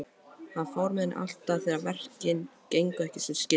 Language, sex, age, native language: Icelandic, male, 12, Icelandic